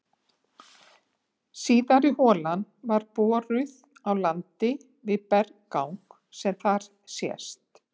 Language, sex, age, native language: Icelandic, female, 70-79, Icelandic